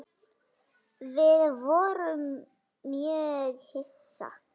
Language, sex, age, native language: Icelandic, female, 9, Icelandic